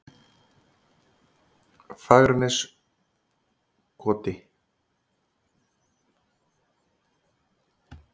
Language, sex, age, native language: Icelandic, male, 30-39, Icelandic